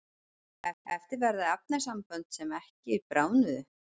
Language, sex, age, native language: Icelandic, female, 40-49, Icelandic